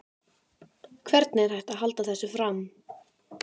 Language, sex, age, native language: Icelandic, female, 12, Icelandic